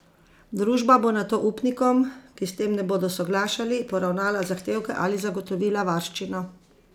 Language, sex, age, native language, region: Slovenian, female, 50-59, Slovenian, Zasavska region